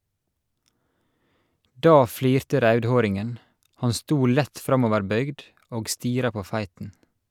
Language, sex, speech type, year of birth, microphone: Norwegian, male, read, 1986, Shure